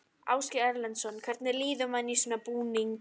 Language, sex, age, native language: Icelandic, female, 12, Icelandic